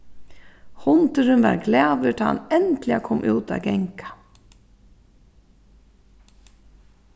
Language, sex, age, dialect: Faroese, female, 36-60, Suðurstreymoy